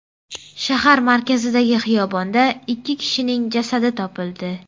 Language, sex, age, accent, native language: Uzbek, female, under 19, Surxondaryo, Uzbek